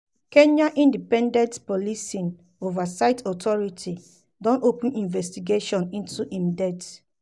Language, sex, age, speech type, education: Nigerian Pidgin, female, 30-45, spontaneous, tertiary